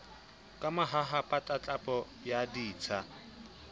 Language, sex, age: Southern Sotho, male, 20